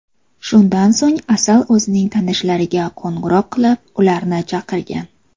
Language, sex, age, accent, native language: Uzbek, female, 25-34, Samarqand, Uzbek